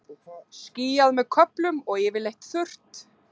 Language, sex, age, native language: Icelandic, female, 30-39, Icelandic